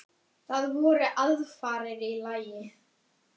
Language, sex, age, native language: Icelandic, male, 8, Icelandic